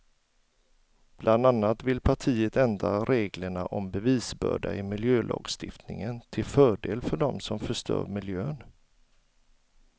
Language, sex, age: Swedish, male, 40